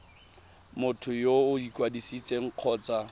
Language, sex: Tswana, male